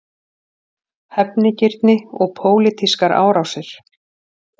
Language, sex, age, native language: Icelandic, female, 40-49, Icelandic